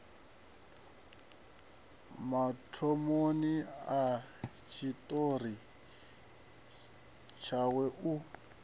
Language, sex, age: Venda, male, 37